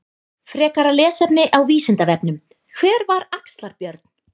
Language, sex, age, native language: Icelandic, female, 20-29, Icelandic